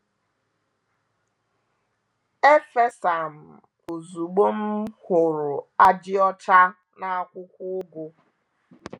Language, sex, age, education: Igbo, female, 30-45, tertiary